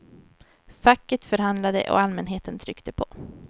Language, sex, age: Swedish, female, 23